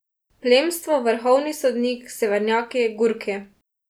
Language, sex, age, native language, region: Slovenian, female, 18-29, Slovenian, Drava region